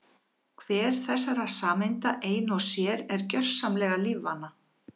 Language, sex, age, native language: Icelandic, female, 50-59, Icelandic